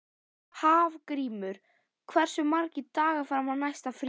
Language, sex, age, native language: Icelandic, female, 11, Icelandic